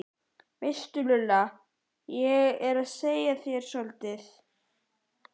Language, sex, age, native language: Icelandic, male, 11, Icelandic